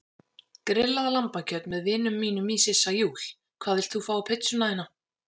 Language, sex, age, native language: Icelandic, female, 20-29, Icelandic